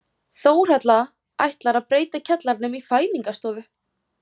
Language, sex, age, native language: Icelandic, female, 18-19, Icelandic